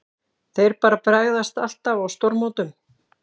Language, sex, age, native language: Icelandic, female, 40-49, Icelandic